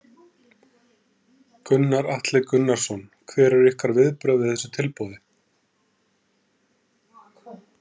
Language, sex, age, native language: Icelandic, male, 30-39, Icelandic